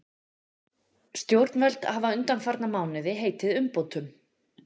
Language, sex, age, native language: Icelandic, female, 40-49, Icelandic